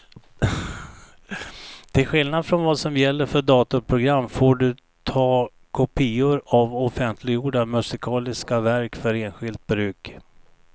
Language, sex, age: Swedish, male, 59